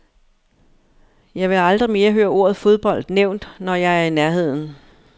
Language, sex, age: Danish, female, 59